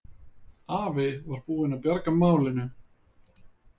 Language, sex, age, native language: Icelandic, male, 30-39, Icelandic